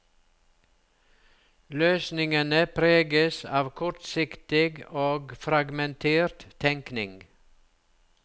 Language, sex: Norwegian, male